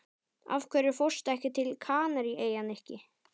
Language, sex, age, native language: Icelandic, male, 12, Icelandic